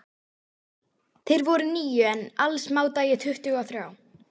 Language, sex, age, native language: Icelandic, female, 12, Icelandic